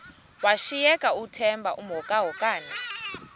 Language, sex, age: Xhosa, female, 20